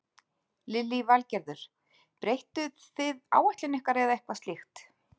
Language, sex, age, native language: Icelandic, female, 40-49, Icelandic